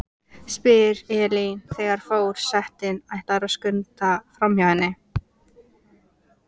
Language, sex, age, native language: Icelandic, female, 14, Icelandic